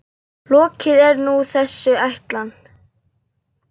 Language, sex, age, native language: Icelandic, female, 8, Icelandic